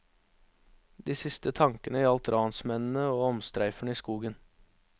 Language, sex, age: Norwegian, male, 21